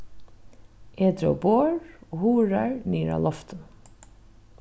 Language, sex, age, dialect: Faroese, female, 36-60, Norðuroyggjar